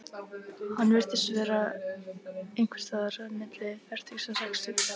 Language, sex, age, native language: Icelandic, female, 15, Icelandic